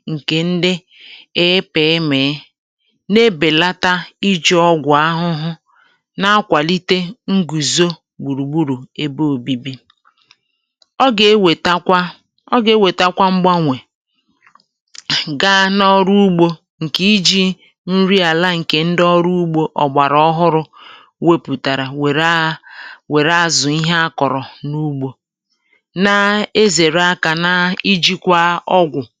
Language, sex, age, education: Igbo, female, 30-45, tertiary